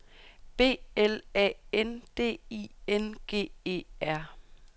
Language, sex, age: Danish, female, 32